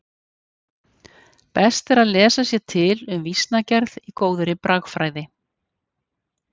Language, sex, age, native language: Icelandic, female, 50-59, Icelandic